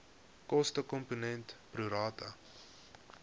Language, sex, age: Afrikaans, male, 21